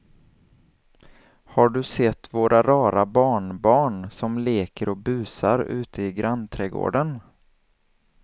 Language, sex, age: Swedish, male, 27